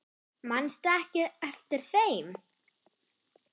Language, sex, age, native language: Icelandic, female, 10, German